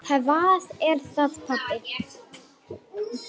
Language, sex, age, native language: Icelandic, male, 9, Icelandic